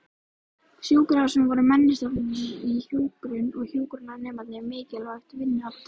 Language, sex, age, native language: Icelandic, female, 13, Icelandic